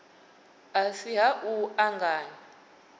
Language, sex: Venda, female